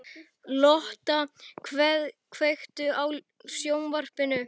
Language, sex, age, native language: Icelandic, male, 11, Icelandic